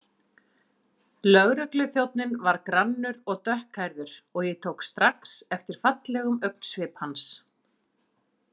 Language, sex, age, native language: Icelandic, female, 40-49, Icelandic